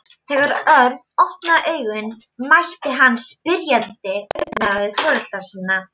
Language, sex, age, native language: Icelandic, female, 12, Polish